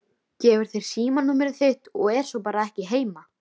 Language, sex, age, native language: Icelandic, female, 13, Icelandic